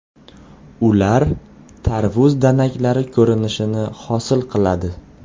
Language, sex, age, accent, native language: Uzbek, male, 18-24, Qoraqalpog'iston, Uzbek